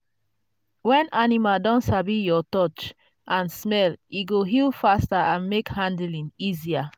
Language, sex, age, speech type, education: Nigerian Pidgin, female, 30-45, spontaneous, tertiary